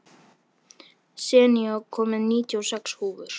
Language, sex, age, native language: Icelandic, male, 13, Icelandic